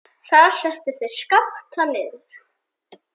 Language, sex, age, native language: Icelandic, male, 7, Icelandic